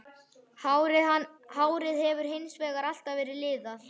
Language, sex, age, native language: Icelandic, male, 11, Icelandic